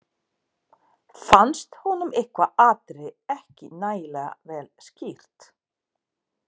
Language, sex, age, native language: Icelandic, female, 30-39, Serbo-Croatian